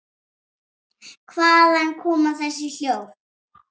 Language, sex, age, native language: Icelandic, female, 8, Icelandic